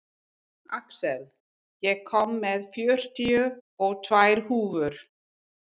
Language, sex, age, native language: Icelandic, female, 50-59, English